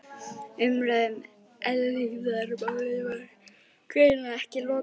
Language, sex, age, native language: Icelandic, female, 11, Icelandic